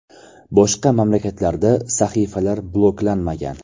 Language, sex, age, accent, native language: Uzbek, male, 18-24, Toshkent shahri, Uzbek